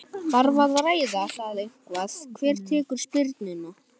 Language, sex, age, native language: Icelandic, male, 12, Icelandic